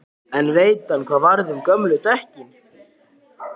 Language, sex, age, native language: Icelandic, male, 12, Icelandic